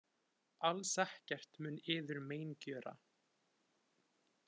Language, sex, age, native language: Icelandic, male, 20-29, Icelandic